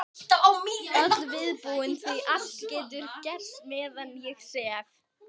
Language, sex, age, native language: Icelandic, female, 12, Icelandic